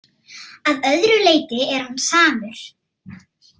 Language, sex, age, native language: Icelandic, male, 30-39, Icelandic